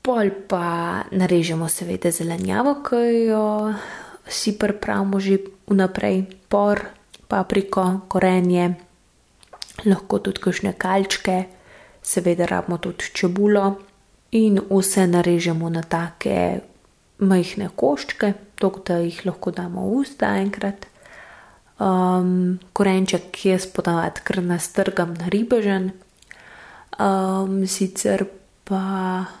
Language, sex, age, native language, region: Slovenian, female, 18-29, Slovenian, Gorenjska region